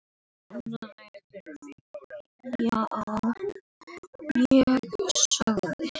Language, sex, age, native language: Icelandic, female, 7, Icelandic